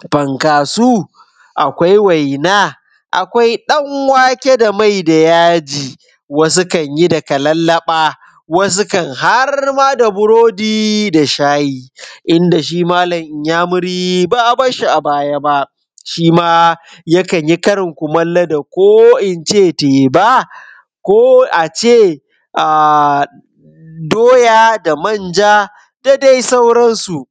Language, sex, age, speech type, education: Hausa, male, 15-29, spontaneous, secondary